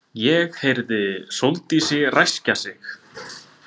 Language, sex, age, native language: Icelandic, male, 30-39, Icelandic